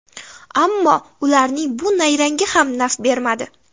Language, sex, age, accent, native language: Uzbek, female, 12-17, Samarqand, Uzbek